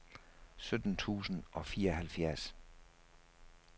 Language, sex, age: Danish, male, 56